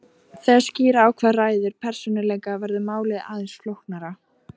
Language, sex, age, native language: Icelandic, female, 18-19, Icelandic